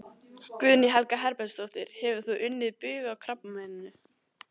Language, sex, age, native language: Icelandic, other, 14, Icelandic